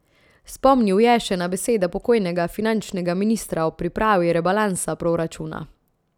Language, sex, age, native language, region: Slovenian, female, 30-49, Slovenian, Central Slovenia